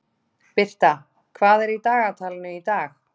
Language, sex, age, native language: Icelandic, female, 30-39, Icelandic